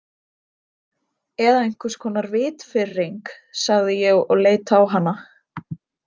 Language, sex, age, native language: Icelandic, female, 20-29, Icelandic